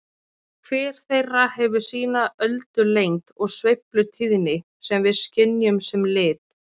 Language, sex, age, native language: Icelandic, female, 30-39, Icelandic